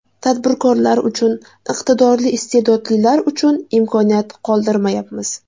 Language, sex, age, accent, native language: Uzbek, female, 18-24, Jizzax, Uzbek